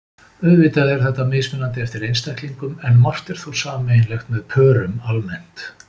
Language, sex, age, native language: Icelandic, male, 50-59, Icelandic